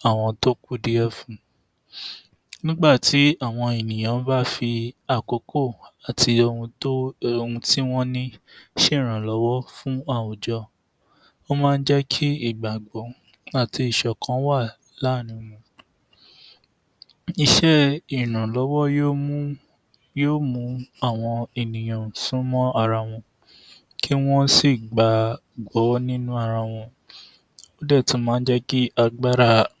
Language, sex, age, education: Yoruba, male, 46-60, tertiary